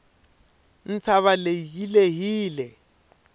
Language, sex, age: Tsonga, male, 23